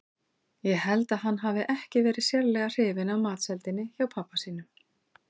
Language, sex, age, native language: Icelandic, female, 40-49, Icelandic